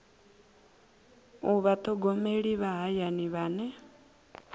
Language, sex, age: Venda, female, 24